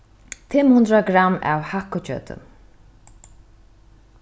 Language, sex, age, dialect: Faroese, female, 36-60, Norðuroyggjar